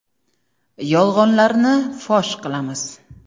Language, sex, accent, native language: Uzbek, female, Samarqand, Uzbek